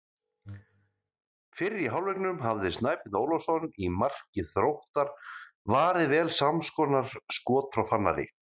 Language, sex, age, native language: Icelandic, male, 30-39, Icelandic